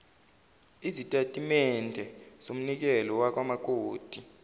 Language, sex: Zulu, male